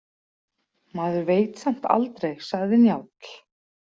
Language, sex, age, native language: Icelandic, female, 40-49, Icelandic